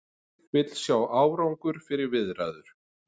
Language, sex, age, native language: Icelandic, male, 40-49, Icelandic